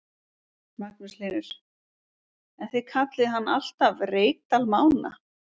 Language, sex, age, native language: Icelandic, female, 30-39, Icelandic